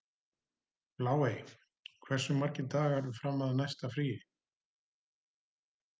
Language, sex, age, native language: Icelandic, male, 30-39, Icelandic